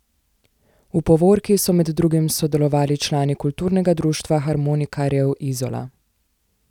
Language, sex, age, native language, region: Slovenian, female, 18-29, Slovenian, Zasavska region